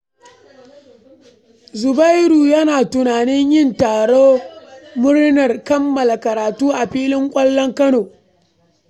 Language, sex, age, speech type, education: Hausa, female, 15-29, read, primary